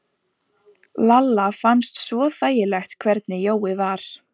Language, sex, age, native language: Icelandic, female, 11, Icelandic